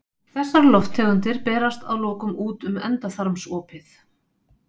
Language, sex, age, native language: Icelandic, female, 50-59, Icelandic